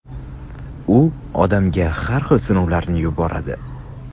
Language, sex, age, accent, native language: Uzbek, male, under 19, Sirdaryo, Uzbek